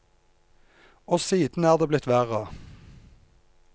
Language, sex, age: Norwegian, male, 34